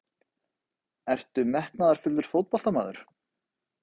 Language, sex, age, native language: Icelandic, male, 30-39, Icelandic